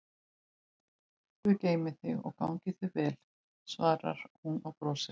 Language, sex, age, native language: Icelandic, female, 18-19, Icelandic